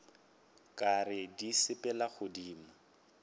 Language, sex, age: Northern Sotho, male, 21